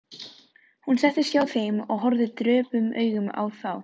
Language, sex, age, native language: Icelandic, female, 13, Filipino